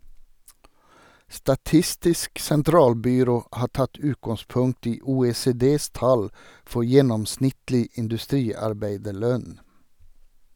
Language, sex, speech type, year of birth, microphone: Norwegian, male, read, 1952, Sennheiser